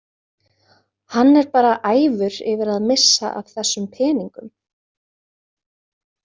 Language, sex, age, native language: Icelandic, female, 20-29, Icelandic